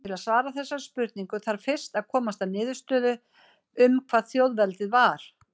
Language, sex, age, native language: Icelandic, female, 50-59, Icelandic